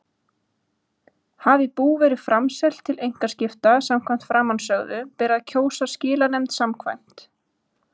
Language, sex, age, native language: Icelandic, female, 20-29, Icelandic